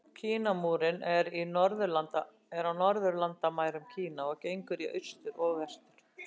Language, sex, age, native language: Icelandic, female, 60-69, Icelandic